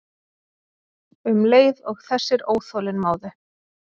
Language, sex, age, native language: Icelandic, female, 30-39, Icelandic